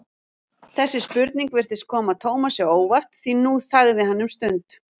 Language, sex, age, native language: Icelandic, female, 40-49, Icelandic